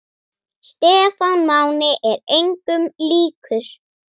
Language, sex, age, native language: Icelandic, female, 9, Icelandic